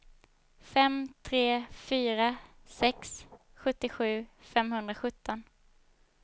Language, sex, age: Swedish, female, 22